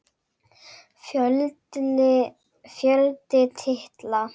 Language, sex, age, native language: Icelandic, female, 9, Icelandic